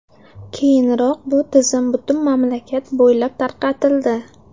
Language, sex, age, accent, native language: Uzbek, female, 19-29, Samarqand, Uzbek